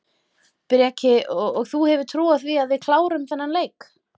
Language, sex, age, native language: Icelandic, female, 30-39, Icelandic